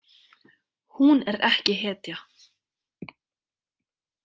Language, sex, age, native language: Icelandic, female, 20-29, Icelandic